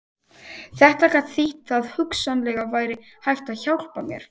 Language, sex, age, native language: Icelandic, male, 18-19, Icelandic